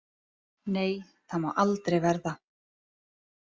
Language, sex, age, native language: Icelandic, female, 30-39, Icelandic